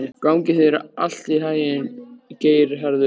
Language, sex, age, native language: Icelandic, male, 13, Icelandic